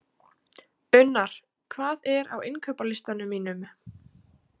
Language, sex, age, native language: Icelandic, female, 18-19, Icelandic